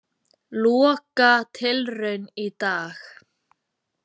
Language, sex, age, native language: Icelandic, female, 20-29, Icelandic